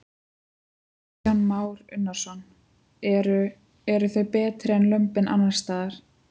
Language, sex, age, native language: Icelandic, female, 20-29, Icelandic